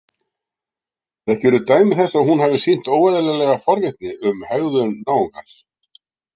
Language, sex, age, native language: Icelandic, male, 60-69, Icelandic